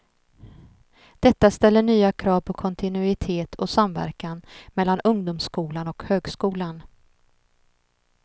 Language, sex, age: Swedish, female, 39